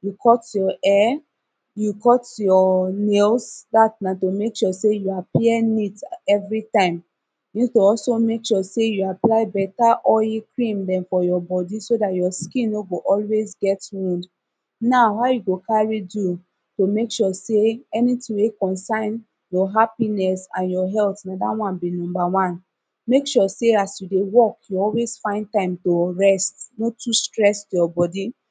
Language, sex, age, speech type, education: Nigerian Pidgin, female, 30-45, spontaneous, tertiary